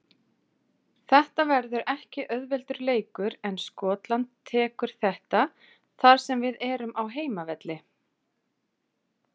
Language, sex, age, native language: Icelandic, female, 30-39, Icelandic